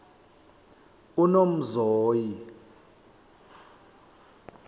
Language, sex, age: South Ndebele, male, 23